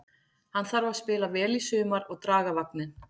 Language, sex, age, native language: Icelandic, female, 40-49, Icelandic